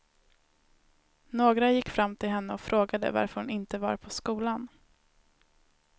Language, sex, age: Swedish, female, 19